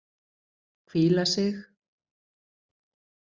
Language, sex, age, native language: Icelandic, female, 60-69, Icelandic